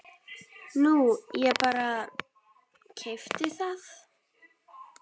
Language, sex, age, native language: Icelandic, female, 10, Icelandic